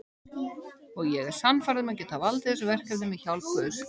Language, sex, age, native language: Icelandic, female, 18-19, Icelandic